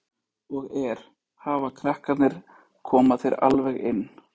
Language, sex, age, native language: Icelandic, male, 20-29, Icelandic